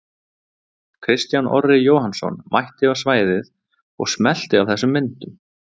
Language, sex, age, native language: Icelandic, male, 20-29, Icelandic